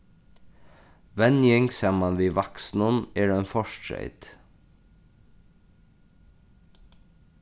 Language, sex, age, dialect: Faroese, male, 36-60, Norðurstreymoy/Eysturoy